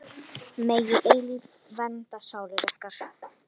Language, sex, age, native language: Icelandic, male, 9, Icelandic